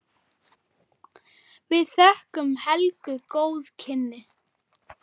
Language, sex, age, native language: Icelandic, female, 9, Icelandic